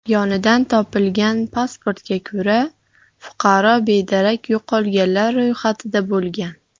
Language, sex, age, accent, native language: Uzbek, female, 40-49, Farg'ona, Uzbek